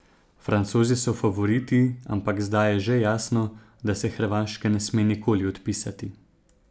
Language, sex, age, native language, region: Slovenian, male, 30-49, Slovenian, Zasavska region